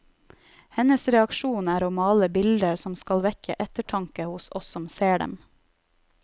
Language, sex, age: Norwegian, female, 31